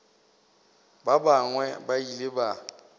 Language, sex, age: Northern Sotho, male, 18